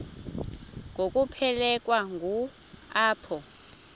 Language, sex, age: Xhosa, female, 26